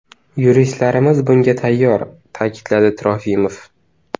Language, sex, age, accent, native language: Uzbek, male, under 19, Navoiy, Uzbek